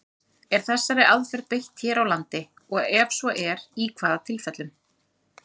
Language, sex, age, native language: Icelandic, female, 30-39, Icelandic